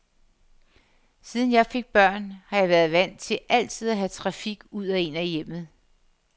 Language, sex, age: Danish, female, 50